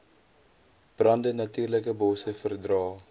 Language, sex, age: Afrikaans, male, 20